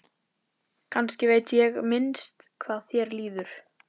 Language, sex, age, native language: Icelandic, female, 11, Icelandic